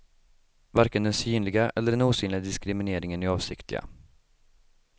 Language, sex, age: Swedish, male, 25